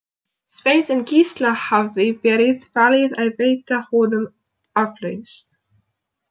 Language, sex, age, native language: Icelandic, female, 20-29, Polish